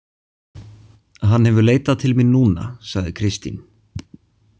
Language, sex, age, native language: Icelandic, male, 20-29, Icelandic